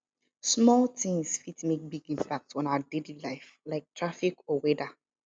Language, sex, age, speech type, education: Nigerian Pidgin, female, 15-29, spontaneous, tertiary